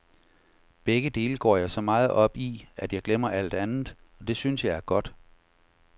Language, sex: Danish, male